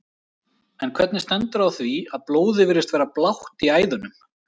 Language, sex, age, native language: Icelandic, male, 30-39, Icelandic